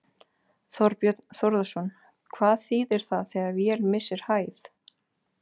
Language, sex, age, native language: Icelandic, female, 40-49, Icelandic